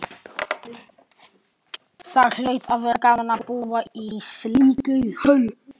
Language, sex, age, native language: Icelandic, male, 11, Icelandic